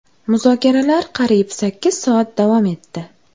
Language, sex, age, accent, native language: Uzbek, female, 18-24, Andijon, Uzbek